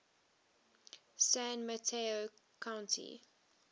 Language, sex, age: English, female, 18